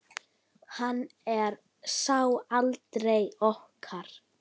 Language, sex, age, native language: Icelandic, female, 9, Icelandic